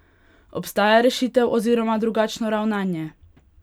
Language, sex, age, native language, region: Slovenian, female, 18-29, Hungarian, Pomurje region